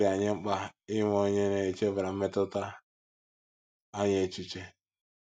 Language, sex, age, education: Igbo, male, 15-29, tertiary